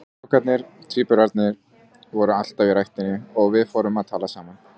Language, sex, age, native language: Icelandic, male, 20-29, Icelandic